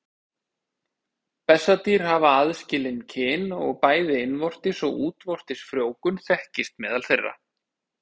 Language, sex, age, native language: Icelandic, male, 30-39, Icelandic